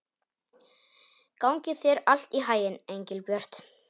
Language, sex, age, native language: Icelandic, male, 18-19, Polish